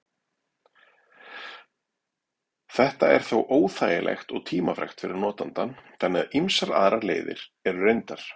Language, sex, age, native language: Icelandic, male, 40-49, Icelandic